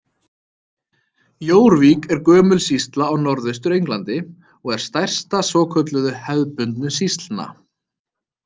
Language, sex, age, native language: Icelandic, male, 30-39, Icelandic